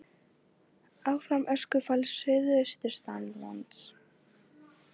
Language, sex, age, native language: Icelandic, female, 18-19, Icelandic